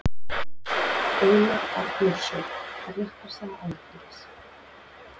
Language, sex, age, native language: Icelandic, female, 40-49, Icelandic